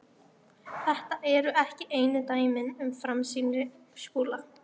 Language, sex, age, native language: Icelandic, female, 13, Icelandic